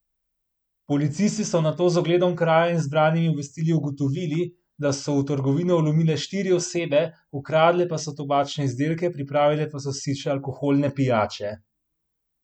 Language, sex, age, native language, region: Slovenian, male, 30-49, Slovenian, Central Slovenia